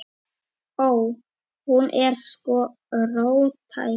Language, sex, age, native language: Icelandic, male, 10, Icelandic